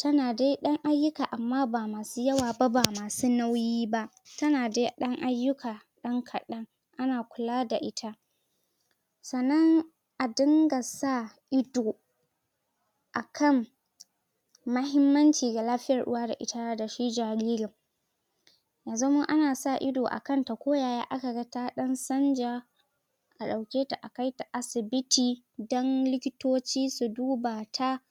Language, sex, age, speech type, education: Hausa, female, 15-29, spontaneous, tertiary